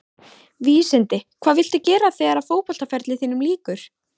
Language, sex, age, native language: Icelandic, female, 14, Icelandic